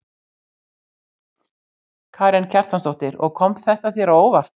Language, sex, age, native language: Icelandic, female, 60-69, Icelandic